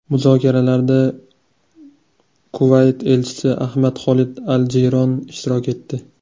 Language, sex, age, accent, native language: Uzbek, male, 19-29, Toshkent shahri, Uzbek